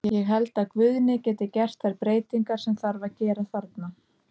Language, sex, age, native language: Icelandic, female, 30-39, Icelandic